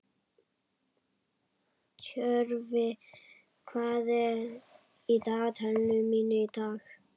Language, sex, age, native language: Icelandic, female, 11, Icelandic